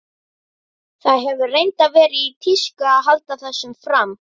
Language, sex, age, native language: Icelandic, female, 12, Icelandic